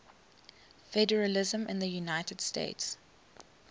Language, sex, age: English, female, 21